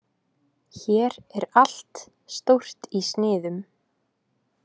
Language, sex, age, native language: Icelandic, female, 18-19, Icelandic